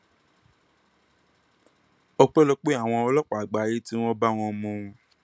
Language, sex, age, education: Yoruba, male, 15-29, tertiary